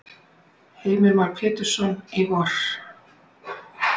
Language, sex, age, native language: Icelandic, female, 60-69, Icelandic